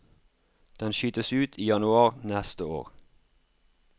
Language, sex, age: Norwegian, male, 33